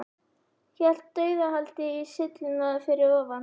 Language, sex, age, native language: Icelandic, female, 11, Icelandic